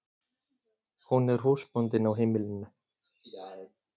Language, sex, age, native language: Icelandic, male, 30-39, Icelandic